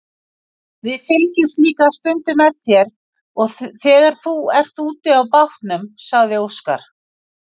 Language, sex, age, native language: Icelandic, female, 50-59, Icelandic